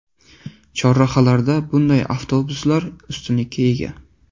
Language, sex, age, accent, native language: Uzbek, male, 18-24, Farg'ona, Uzbek